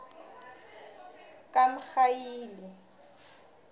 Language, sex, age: South Ndebele, female, 21